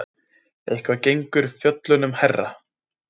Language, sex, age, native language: Icelandic, male, 20-29, Icelandic